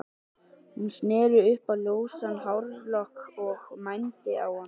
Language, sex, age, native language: Icelandic, male, 12, Icelandic